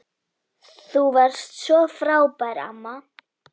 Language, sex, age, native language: Icelandic, female, 10, Icelandic